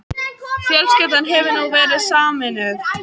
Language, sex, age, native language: Icelandic, female, 18-19, Icelandic